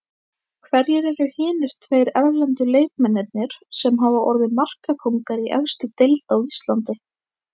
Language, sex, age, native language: Icelandic, female, 18-19, Icelandic